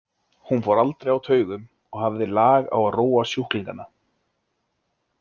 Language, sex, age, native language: Icelandic, male, 20-29, Icelandic